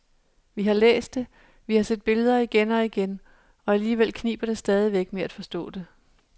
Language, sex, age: Danish, female, 37